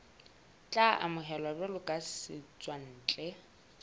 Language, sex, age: Southern Sotho, female, 22